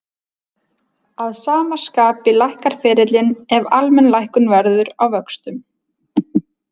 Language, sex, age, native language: Icelandic, female, 20-29, Icelandic